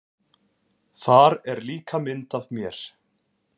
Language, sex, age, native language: Icelandic, male, 20-29, Icelandic